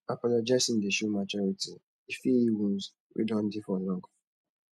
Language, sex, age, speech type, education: Nigerian Pidgin, male, 15-29, spontaneous, tertiary